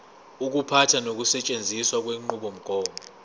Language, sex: Zulu, male